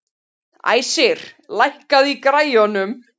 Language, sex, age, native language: Icelandic, male, 70-79, Icelandic